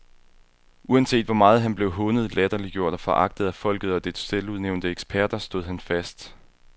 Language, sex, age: Danish, male, 21